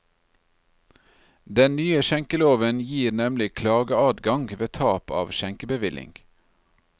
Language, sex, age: Norwegian, male, 40